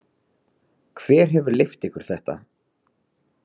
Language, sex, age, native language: Icelandic, male, 30-39, Icelandic